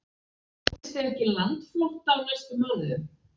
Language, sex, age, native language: Icelandic, female, 40-49, Icelandic